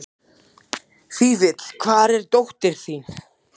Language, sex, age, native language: Icelandic, male, 14, Icelandic